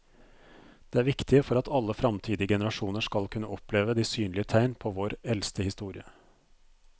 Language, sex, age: Norwegian, male, 42